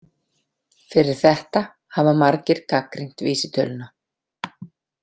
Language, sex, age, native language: Icelandic, female, 40-49, Icelandic